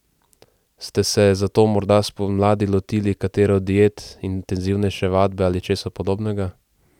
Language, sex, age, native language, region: Slovenian, male, 18-29, Slovenian, Central Slovenia